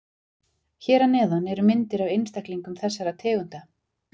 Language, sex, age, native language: Icelandic, female, 40-49, Icelandic